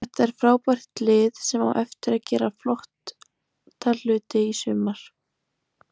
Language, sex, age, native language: Icelandic, female, 20-29, Icelandic